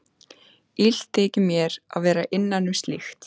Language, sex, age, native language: Icelandic, female, 14, Icelandic